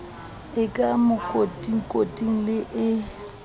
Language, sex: Southern Sotho, female